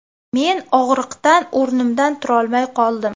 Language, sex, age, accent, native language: Uzbek, female, 18-24, Farg'ona, Uzbek